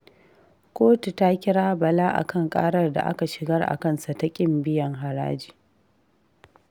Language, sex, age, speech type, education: Hausa, female, 15-29, read, tertiary